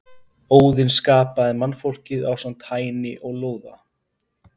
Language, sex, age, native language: Icelandic, male, 50-59, Icelandic